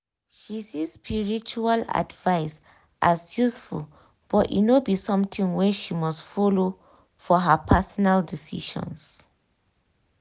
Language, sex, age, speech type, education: Nigerian Pidgin, female, 15-29, spontaneous, tertiary